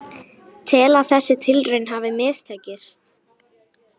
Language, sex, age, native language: Icelandic, female, 18-19, Icelandic